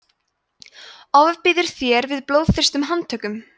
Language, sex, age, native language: Icelandic, female, 20-29, Icelandic